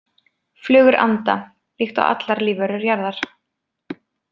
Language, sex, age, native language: Icelandic, female, 20-29, Icelandic